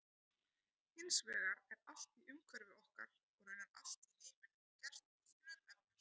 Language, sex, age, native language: Icelandic, female, 30-39, Icelandic